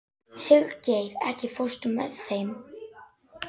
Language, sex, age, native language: Icelandic, male, 11, Icelandic